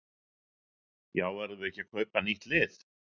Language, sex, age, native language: Icelandic, male, 60-69, Icelandic